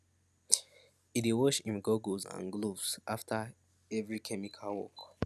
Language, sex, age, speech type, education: Nigerian Pidgin, male, 15-29, spontaneous, secondary